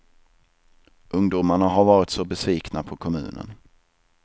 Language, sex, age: Swedish, male, 27